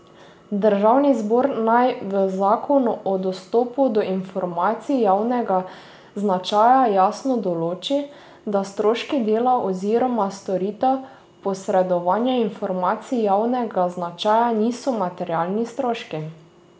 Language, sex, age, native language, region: Slovenian, female, 18-29, Slovenian, Drava region